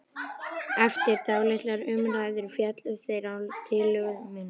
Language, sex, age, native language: Icelandic, male, 11, Icelandic